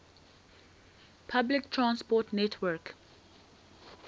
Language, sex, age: English, female, 19